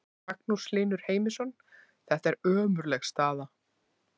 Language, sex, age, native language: Icelandic, female, 20-29, Icelandic